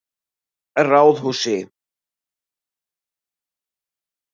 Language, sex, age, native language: Icelandic, male, 60-69, Icelandic